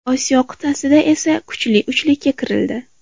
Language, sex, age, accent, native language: Uzbek, female, 18-24, Farg'ona, Uzbek